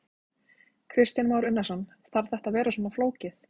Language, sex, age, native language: Icelandic, female, 20-29, Icelandic